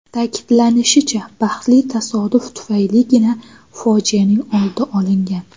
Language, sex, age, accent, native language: Uzbek, female, 19-29, Xorazm, Uzbek